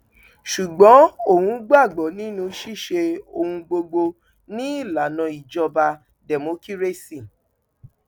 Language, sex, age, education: Yoruba, female, 30-45, tertiary